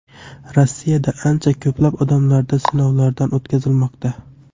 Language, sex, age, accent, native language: Uzbek, male, 18-24, Toshkent shahri, Uzbek